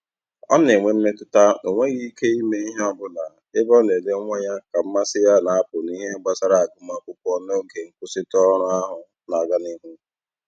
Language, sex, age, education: Igbo, male, 30-45, tertiary